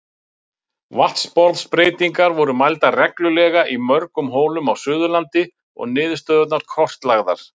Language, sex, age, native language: Icelandic, male, 50-59, Icelandic